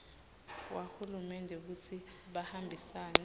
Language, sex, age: Swati, female, 20